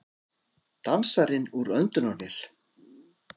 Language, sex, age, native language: Icelandic, male, 40-49, Icelandic